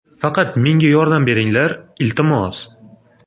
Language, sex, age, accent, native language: Uzbek, male, 25-34, Farg'ona, Uzbek